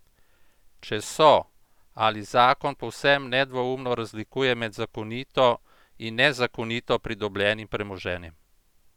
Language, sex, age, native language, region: Slovenian, male, 50-59, Slovenian, Central Slovenia